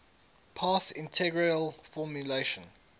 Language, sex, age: English, male, 19